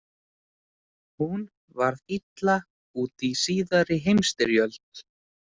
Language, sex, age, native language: Icelandic, male, 20-29, Icelandic